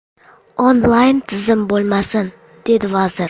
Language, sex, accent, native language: Uzbek, female, Qashqadaryo, Uzbek